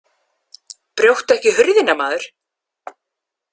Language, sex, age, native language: Icelandic, female, 30-39, English